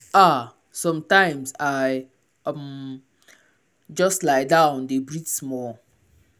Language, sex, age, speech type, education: Nigerian Pidgin, male, 15-29, spontaneous, tertiary